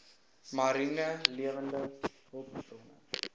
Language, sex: Afrikaans, male